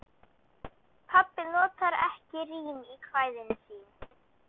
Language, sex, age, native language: Icelandic, female, 12, Icelandic